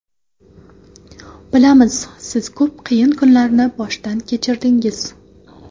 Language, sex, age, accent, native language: Uzbek, female, 18-24, Qoraqalpog'iston, Karakalpak